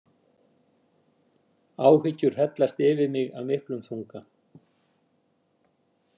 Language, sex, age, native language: Icelandic, male, 60-69, Icelandic